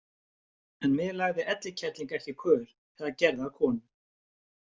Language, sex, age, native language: Icelandic, male, 50-59, Icelandic